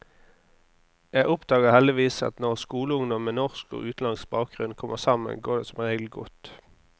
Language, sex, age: Norwegian, male, 26